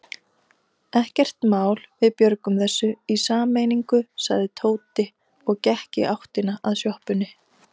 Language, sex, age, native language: Icelandic, female, 30-39, Icelandic